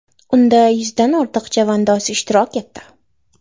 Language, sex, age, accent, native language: Uzbek, female, 18-24, Toshkent shahri, Uzbek